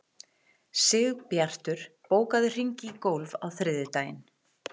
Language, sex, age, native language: Icelandic, female, 40-49, Icelandic